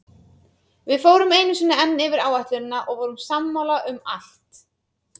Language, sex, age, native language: Icelandic, female, 30-39, Icelandic